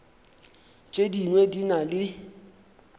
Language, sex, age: Northern Sotho, male, 23